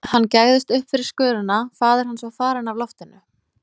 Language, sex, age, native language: Icelandic, female, 20-29, Icelandic